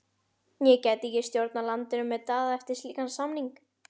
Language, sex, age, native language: Icelandic, male, 12, Icelandic